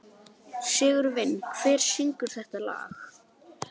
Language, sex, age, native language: Icelandic, male, 18-19, Icelandic